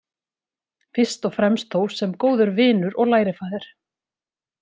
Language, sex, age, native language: Icelandic, female, 30-39, Icelandic